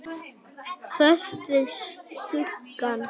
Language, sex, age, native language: Icelandic, female, 18-19, Icelandic